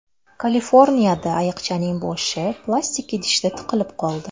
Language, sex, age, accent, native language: Uzbek, female, 35+, Buxoro, Uzbek